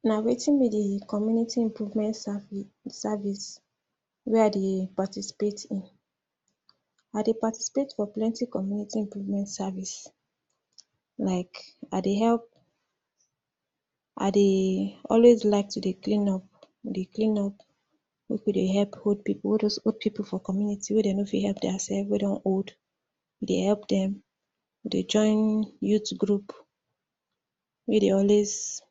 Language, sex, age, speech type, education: Nigerian Pidgin, female, 46-60, spontaneous, tertiary